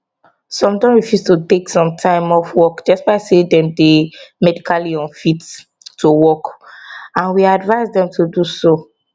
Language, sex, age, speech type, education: Nigerian Pidgin, female, 15-29, spontaneous, tertiary